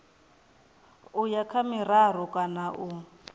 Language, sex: Venda, female